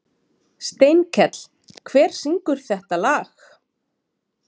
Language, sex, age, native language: Icelandic, female, 30-39, Icelandic